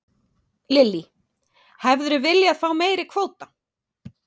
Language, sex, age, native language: Icelandic, female, 30-39, Icelandic